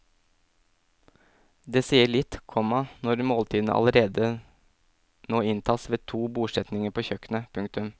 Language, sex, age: Norwegian, male, 27